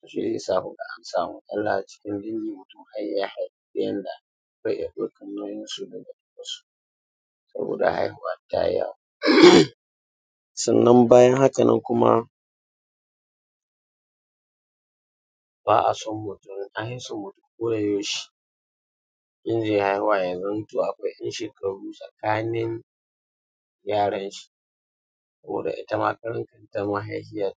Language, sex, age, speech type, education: Hausa, male, 15-29, spontaneous, primary